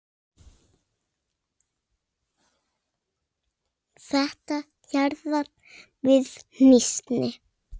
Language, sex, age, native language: Icelandic, female, 6, Icelandic